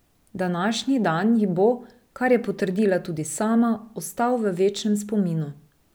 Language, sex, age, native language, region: Slovenian, female, 30-49, Slovenian, Drava region